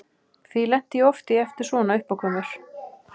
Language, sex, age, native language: Icelandic, male, 12, Icelandic